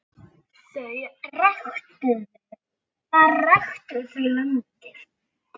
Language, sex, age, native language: Icelandic, male, 6, Icelandic